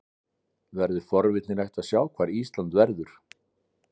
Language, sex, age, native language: Icelandic, male, 60-69, Icelandic